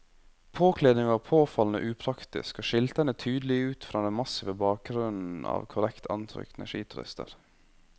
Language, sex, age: Norwegian, male, 21